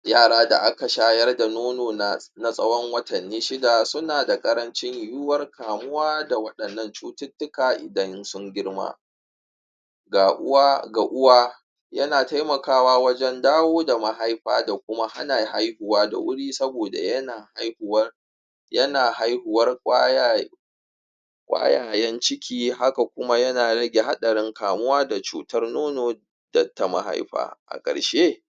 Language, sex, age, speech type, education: Hausa, male, 30-45, spontaneous, tertiary